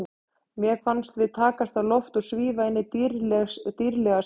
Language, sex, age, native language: Icelandic, male, 30-39, Icelandic